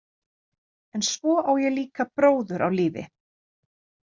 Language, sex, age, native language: Icelandic, female, 30-39, Icelandic